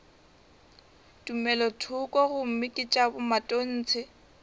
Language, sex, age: Northern Sotho, female, 21